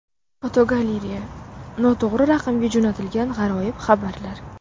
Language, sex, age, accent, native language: Uzbek, female, under 19, Samarqand, Uzbek